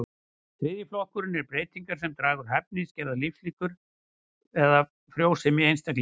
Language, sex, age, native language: Icelandic, male, 60-69, Icelandic